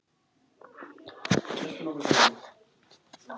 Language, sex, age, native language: Icelandic, other, 9, Icelandic